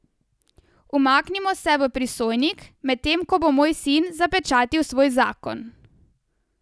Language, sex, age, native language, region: Slovenian, female, 18-29, Slovenian, Savinja region